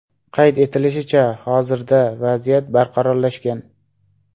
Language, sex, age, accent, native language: Uzbek, male, 18-24, Samarqand, Uzbek